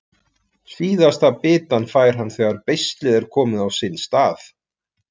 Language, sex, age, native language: Icelandic, male, 40-49, Icelandic